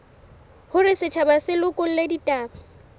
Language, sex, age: Southern Sotho, female, 18